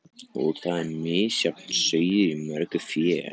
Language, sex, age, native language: Icelandic, other, 14, Icelandic